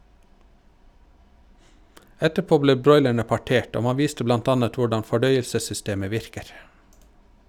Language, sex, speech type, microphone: Norwegian, male, read, Shure